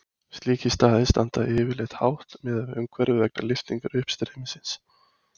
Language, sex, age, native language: Icelandic, male, 20-29, Icelandic